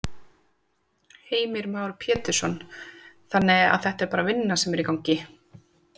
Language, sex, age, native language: Icelandic, female, 30-39, Icelandic